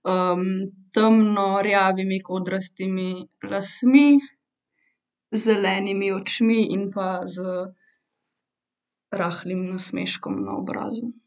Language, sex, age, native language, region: Slovenian, female, 18-29, Slovenian, Central Slovenia